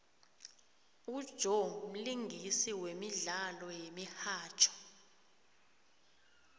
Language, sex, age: South Ndebele, female, 21